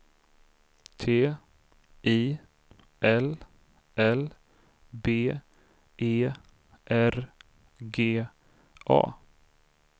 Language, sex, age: Swedish, male, 32